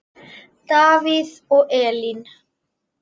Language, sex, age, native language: Icelandic, female, 10, Icelandic